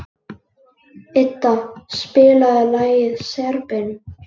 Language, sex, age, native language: Icelandic, male, 18-19, Icelandic